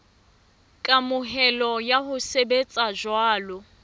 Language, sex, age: Southern Sotho, female, 21